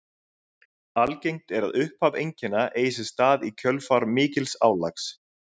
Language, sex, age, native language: Icelandic, male, 30-39, Icelandic